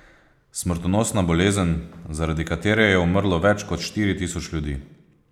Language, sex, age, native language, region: Slovenian, male, 30-49, Slovenian, Posavska region